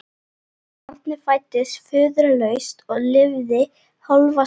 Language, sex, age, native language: Icelandic, female, 11, Icelandic